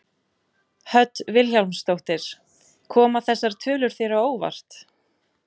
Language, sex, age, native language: Icelandic, female, 20-29, Icelandic